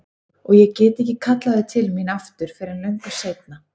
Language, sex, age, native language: Icelandic, female, 30-39, Icelandic